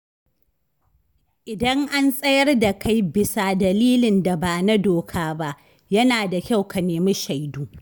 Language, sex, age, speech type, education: Hausa, female, 15-29, read, tertiary